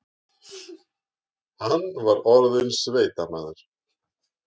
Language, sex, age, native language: Icelandic, male, 40-49, Icelandic